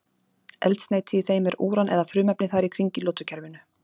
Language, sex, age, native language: Icelandic, female, 40-49, Icelandic